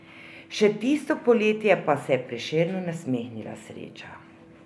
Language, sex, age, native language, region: Slovenian, female, 50-59, Slovenian, Drava region